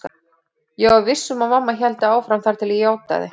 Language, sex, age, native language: Icelandic, female, 30-39, Icelandic